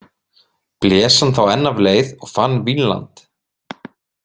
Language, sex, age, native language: Icelandic, male, 30-39, Icelandic